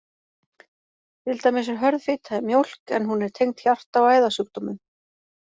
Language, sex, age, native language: Icelandic, female, 40-49, Icelandic